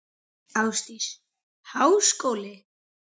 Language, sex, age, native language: Icelandic, male, 10, Icelandic